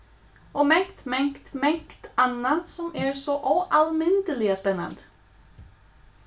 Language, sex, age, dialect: Faroese, female, 15-35, Suðurstreymoy